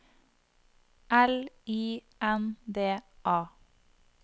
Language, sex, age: Norwegian, female, 25